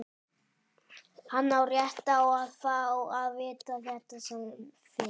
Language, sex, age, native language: Icelandic, male, 18-19, Icelandic